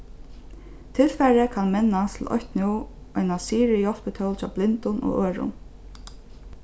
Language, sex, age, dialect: Faroese, female, 15-35, Norðurstreymoy/Eysturoy